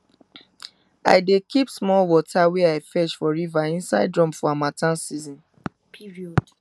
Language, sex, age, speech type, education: Nigerian Pidgin, female, 15-29, spontaneous, tertiary